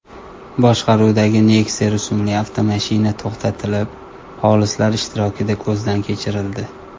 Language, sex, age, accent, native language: Uzbek, male, 19-29, Toshkent shahri, Uzbek